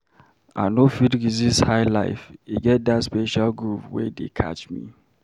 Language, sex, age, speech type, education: Nigerian Pidgin, male, 30-45, read, primary